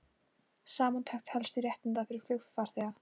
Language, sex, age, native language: Icelandic, female, 18-19, Icelandic